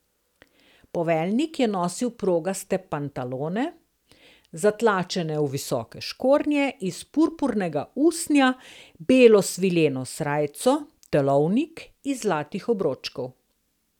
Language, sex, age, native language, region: Slovenian, female, 60+, Slovenian, Southeast Slovenia